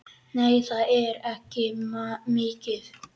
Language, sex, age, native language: Icelandic, male, 10, Icelandic